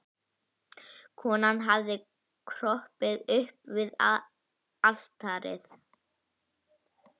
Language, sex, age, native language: Icelandic, female, 11, Icelandic